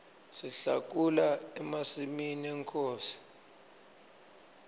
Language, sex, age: Swati, male, 26